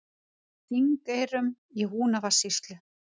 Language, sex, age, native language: Icelandic, female, 30-39, Icelandic